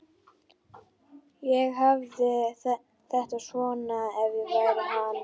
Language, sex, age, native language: Icelandic, female, 12, Icelandic